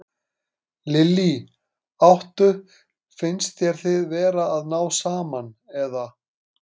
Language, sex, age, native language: Icelandic, male, 30-39, Icelandic